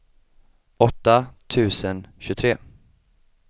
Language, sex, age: Swedish, male, 25